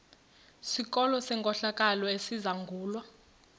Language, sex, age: Xhosa, female, 35